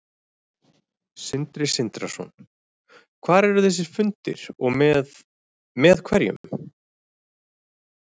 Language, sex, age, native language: Icelandic, male, 40-49, Icelandic